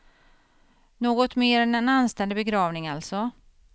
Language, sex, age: Swedish, female, 50